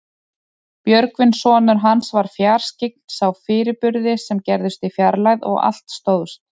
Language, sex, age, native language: Icelandic, female, 30-39, Icelandic